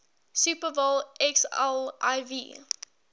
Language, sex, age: English, female, 18